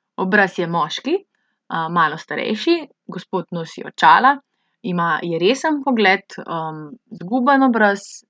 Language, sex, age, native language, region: Slovenian, female, 18-29, Slovenian, Central Slovenia